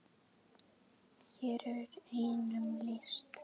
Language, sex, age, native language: Icelandic, female, 8, Icelandic